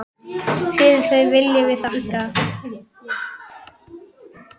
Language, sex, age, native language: Icelandic, female, 9, Icelandic